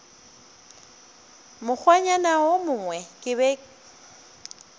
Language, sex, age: Northern Sotho, female, 30